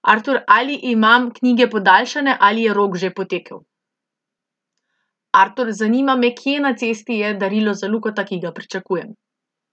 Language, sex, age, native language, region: Slovenian, female, 18-29, Slovenian, Central Slovenia